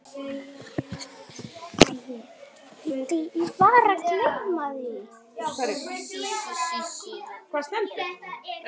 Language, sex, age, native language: Icelandic, male, 9, Icelandic